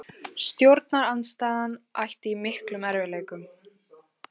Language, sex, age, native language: Icelandic, female, 20-29, Icelandic